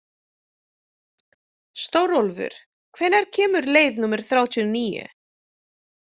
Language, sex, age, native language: Icelandic, female, 40-49, Filipino